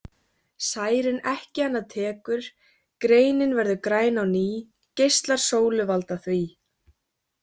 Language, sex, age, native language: Icelandic, female, 20-29, Icelandic